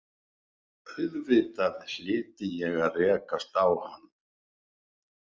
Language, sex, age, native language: Icelandic, male, 60-69, Icelandic